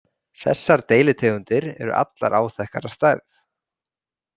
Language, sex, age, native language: Icelandic, male, 30-39, Icelandic